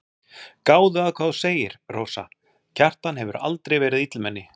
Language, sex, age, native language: Icelandic, male, 40-49, Icelandic